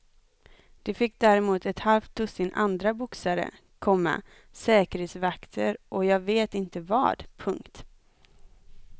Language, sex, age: Swedish, female, 25